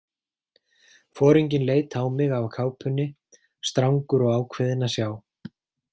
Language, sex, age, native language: Icelandic, male, 40-49, Icelandic